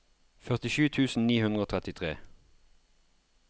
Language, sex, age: Norwegian, male, 33